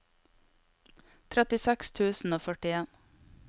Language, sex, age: Norwegian, female, 22